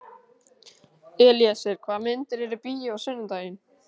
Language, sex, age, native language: Icelandic, male, 13, Icelandic